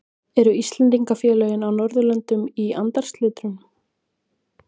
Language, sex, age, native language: Icelandic, female, 20-29, Icelandic